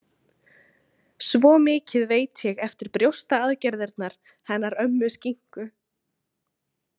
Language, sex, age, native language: Icelandic, female, 20-29, Icelandic